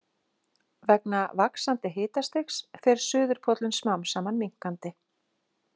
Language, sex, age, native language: Icelandic, female, 40-49, Icelandic